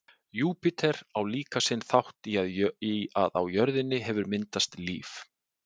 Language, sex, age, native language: Icelandic, male, 40-49, Icelandic